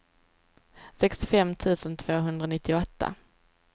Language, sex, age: Swedish, female, 23